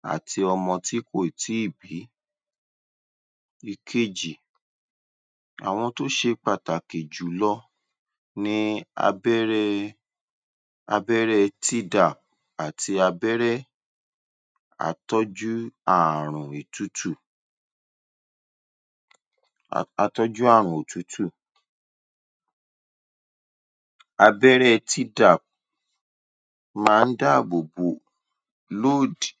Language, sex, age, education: Yoruba, male, 30-45, tertiary